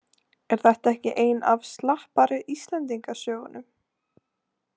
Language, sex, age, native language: Icelandic, female, 18-19, Icelandic